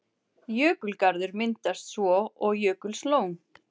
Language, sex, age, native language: Icelandic, female, 30-39, Icelandic